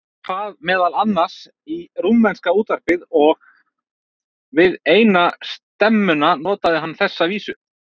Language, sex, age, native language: Icelandic, male, 30-39, Icelandic